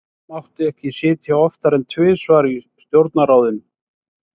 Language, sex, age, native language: Icelandic, male, 60-69, Icelandic